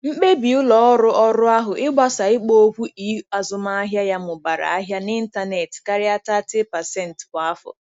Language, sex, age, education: Igbo, female, 15-29, tertiary